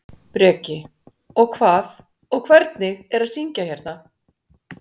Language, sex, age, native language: Icelandic, female, 60-69, Icelandic